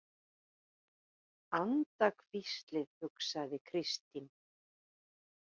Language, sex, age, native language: Icelandic, female, 50-59, Icelandic